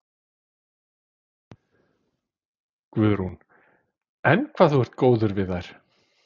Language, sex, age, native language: Icelandic, male, 40-49, Icelandic